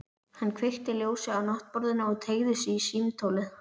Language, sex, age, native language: Icelandic, female, 11, Icelandic